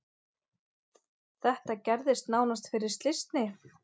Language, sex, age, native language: Icelandic, male, 9, Icelandic